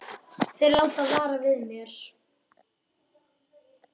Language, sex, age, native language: Icelandic, male, 10, Icelandic